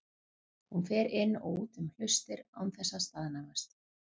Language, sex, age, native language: Icelandic, female, 40-49, Icelandic